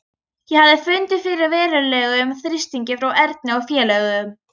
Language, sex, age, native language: Icelandic, female, 13, Icelandic